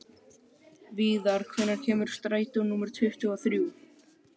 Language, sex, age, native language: Icelandic, male, 12, Icelandic